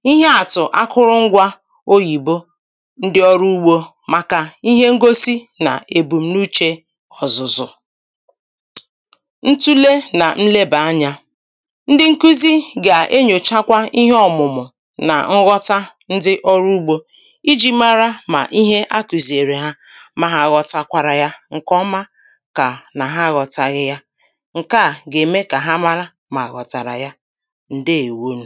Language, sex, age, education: Igbo, female, 30-45, primary